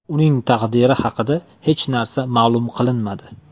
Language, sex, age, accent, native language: Uzbek, male, 18-24, Toshkent shahri, Uzbek